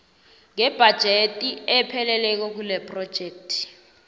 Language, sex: South Ndebele, female